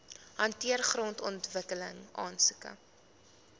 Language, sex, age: Afrikaans, female, 20